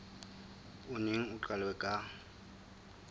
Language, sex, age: Southern Sotho, female, 22